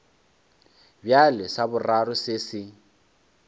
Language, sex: Northern Sotho, male